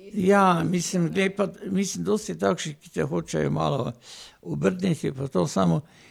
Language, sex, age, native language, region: Slovenian, male, 60+, Slovenian, Pomurje region